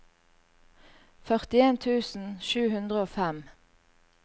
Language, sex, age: Norwegian, female, 38